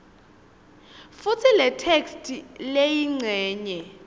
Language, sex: Swati, female